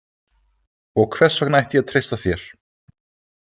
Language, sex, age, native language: Icelandic, male, 20-29, Icelandic